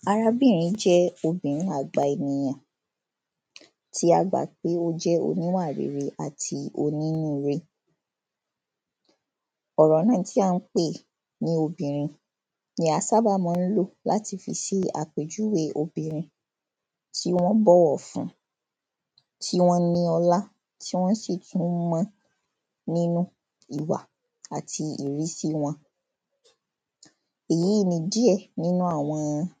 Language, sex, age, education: Yoruba, female, 15-29, secondary